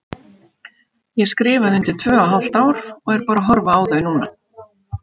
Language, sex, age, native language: Icelandic, female, 50-59, Icelandic